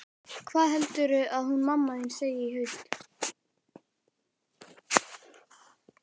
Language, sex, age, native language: Icelandic, male, 11, Icelandic